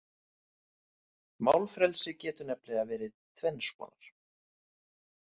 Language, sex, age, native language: Icelandic, male, 30-39, Icelandic